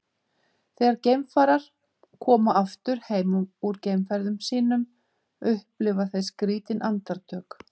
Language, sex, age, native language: Icelandic, female, 50-59, Icelandic